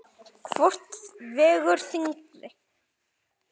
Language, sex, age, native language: Icelandic, male, 9, Icelandic